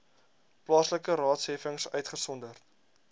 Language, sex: Afrikaans, male